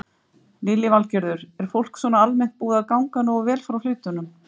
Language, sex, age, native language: Icelandic, female, 50-59, Icelandic